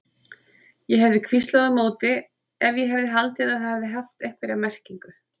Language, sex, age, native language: Icelandic, female, 30-39, Icelandic